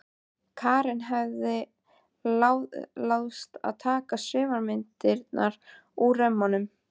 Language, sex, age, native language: Icelandic, female, 13, Icelandic